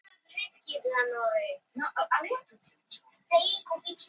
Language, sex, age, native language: Icelandic, female, 18-19, Icelandic